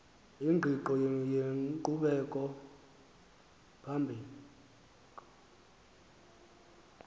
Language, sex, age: Xhosa, male, 19